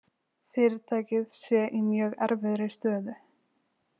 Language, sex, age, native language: Icelandic, female, 20-29, Icelandic